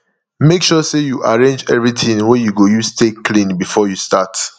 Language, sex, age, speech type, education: Nigerian Pidgin, male, 15-29, spontaneous, tertiary